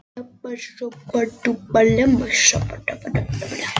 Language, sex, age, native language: Icelandic, other, 12, Icelandic